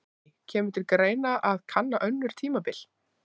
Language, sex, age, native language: Icelandic, female, 20-29, Icelandic